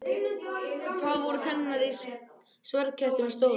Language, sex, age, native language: Icelandic, other, 18-19, Icelandic